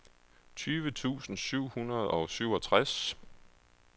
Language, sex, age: Danish, male, 31